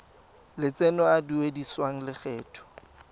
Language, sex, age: Tswana, male, 20